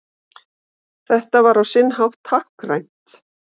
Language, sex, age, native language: Icelandic, female, 50-59, Icelandic